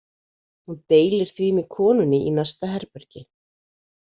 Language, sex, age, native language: Icelandic, female, 40-49, Icelandic